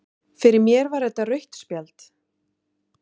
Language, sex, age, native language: Icelandic, female, 40-49, Icelandic